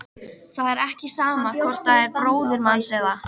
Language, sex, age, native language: Icelandic, female, 13, Icelandic